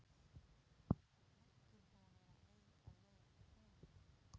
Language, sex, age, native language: Icelandic, female, 40-49, Polish